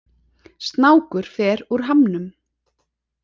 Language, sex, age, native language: Icelandic, female, 30-39, Icelandic